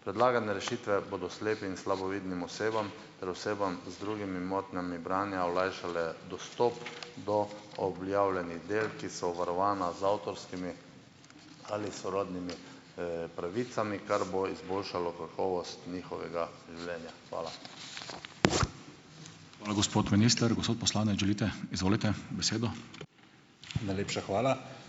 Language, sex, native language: Slovenian, male, Slovenian